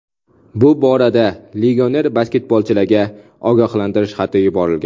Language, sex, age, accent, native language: Uzbek, male, 19-29, Samarqand, Uzbek